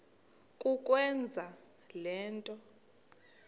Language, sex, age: Xhosa, female, 38